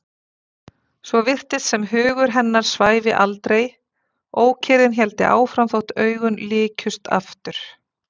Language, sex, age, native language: Icelandic, female, 40-49, Icelandic